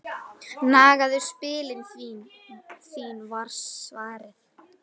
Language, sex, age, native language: Icelandic, female, 9, Icelandic